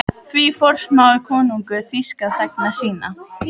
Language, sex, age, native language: Icelandic, female, 12, Icelandic